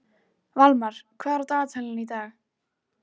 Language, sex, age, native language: Icelandic, female, 14, Icelandic